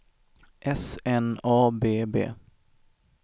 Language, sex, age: Swedish, male, 25